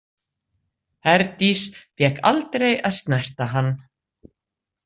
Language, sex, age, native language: Icelandic, female, 60-69, Icelandic